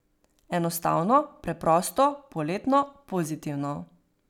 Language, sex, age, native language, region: Slovenian, female, 18-29, Slovenian, Savinja region